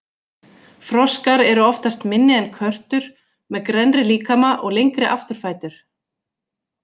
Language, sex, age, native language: Icelandic, female, 40-49, Icelandic